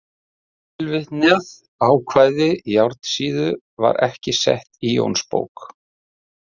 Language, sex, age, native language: Icelandic, male, 40-49, Icelandic